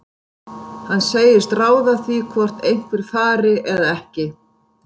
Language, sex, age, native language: Icelandic, female, 50-59, Icelandic